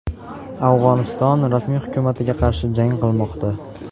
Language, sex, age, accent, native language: Uzbek, male, 18-24, Namangan, Uzbek